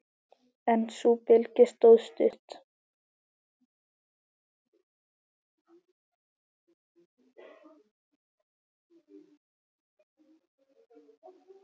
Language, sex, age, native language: Icelandic, male, 10, Icelandic